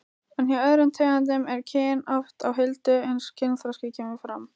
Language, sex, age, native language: Icelandic, female, 20-29, Icelandic